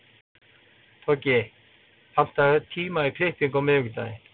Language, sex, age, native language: Icelandic, male, 40-49, Icelandic